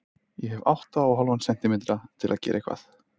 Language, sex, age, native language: Icelandic, male, 30-39, Icelandic